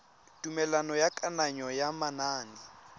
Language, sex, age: Tswana, male, 23